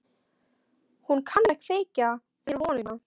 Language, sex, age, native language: Icelandic, female, 13, Polish